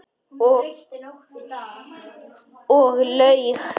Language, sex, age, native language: Icelandic, male, 10, Polish